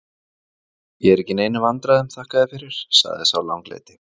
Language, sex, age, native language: Icelandic, male, 40-49, Icelandic